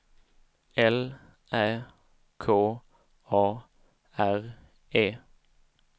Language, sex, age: Swedish, male, 19